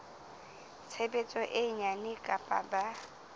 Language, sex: Southern Sotho, female